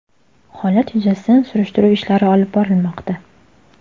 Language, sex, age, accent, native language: Uzbek, female, 18-24, Toshkent shahri, Uzbek